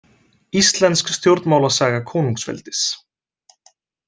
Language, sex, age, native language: Icelandic, male, 20-29, Icelandic